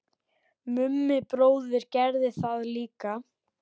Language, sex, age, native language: Icelandic, male, 10, Icelandic